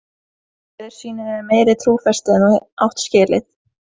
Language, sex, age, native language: Icelandic, female, 20-29, Norwegian